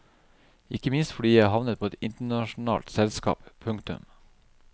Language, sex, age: Norwegian, male, 37